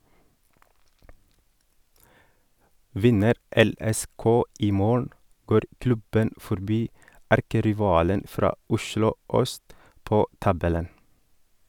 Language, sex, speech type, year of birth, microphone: Norwegian, male, read, 1983, Sennheiser